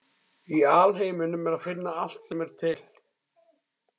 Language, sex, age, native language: Icelandic, male, 30-39, Icelandic